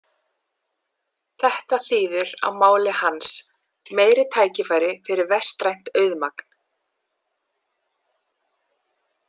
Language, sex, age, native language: Icelandic, female, 30-39, English